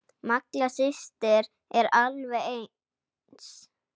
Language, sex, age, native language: Icelandic, female, 8, Icelandic